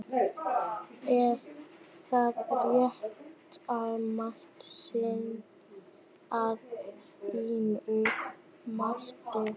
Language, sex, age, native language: Icelandic, female, 11, Icelandic